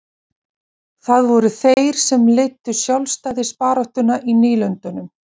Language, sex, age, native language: Icelandic, female, 40-49, Icelandic